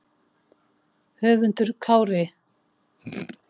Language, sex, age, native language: Icelandic, female, 50-59, Icelandic